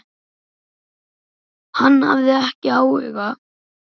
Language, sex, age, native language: Icelandic, male, 9, Icelandic